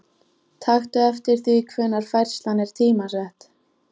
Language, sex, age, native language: Icelandic, female, 14, Icelandic